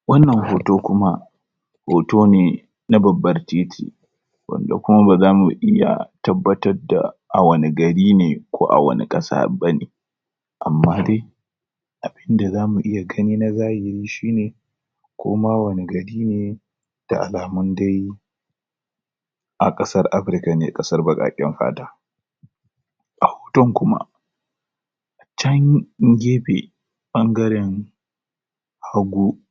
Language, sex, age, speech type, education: Hausa, male, 30-45, spontaneous, tertiary